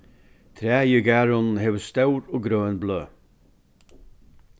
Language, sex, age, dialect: Faroese, male, 61+, Vágar